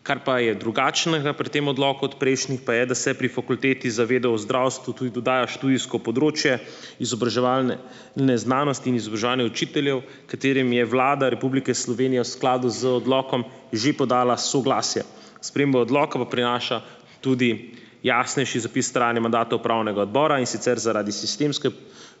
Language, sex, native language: Slovenian, male, Slovenian